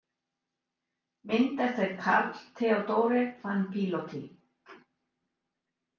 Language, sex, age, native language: Icelandic, female, 60-69, Icelandic